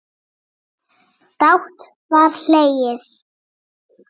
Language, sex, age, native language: Icelandic, female, 8, Icelandic